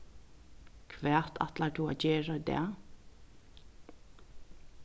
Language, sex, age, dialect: Faroese, female, 36-60, Vágar